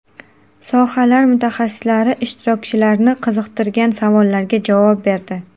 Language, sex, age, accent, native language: Uzbek, female, 18-24, Qashqadaryo, Uzbek